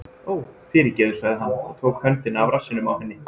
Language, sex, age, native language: Icelandic, male, 20-29, Icelandic